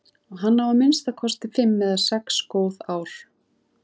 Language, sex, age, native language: Icelandic, female, 30-39, Icelandic